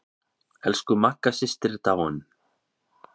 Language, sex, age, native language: Icelandic, male, 5, Icelandic